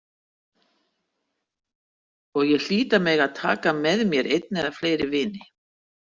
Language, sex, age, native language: Icelandic, female, 60-69, Icelandic